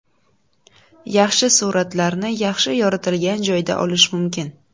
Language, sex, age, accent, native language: Uzbek, female, 18-24, Buxoro, Uzbek